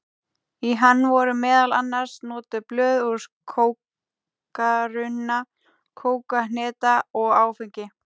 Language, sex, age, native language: Icelandic, female, 18-19, Icelandic